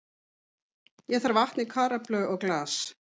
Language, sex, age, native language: Icelandic, female, 50-59, Icelandic